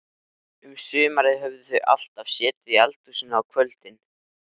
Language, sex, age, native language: Icelandic, male, 13, Icelandic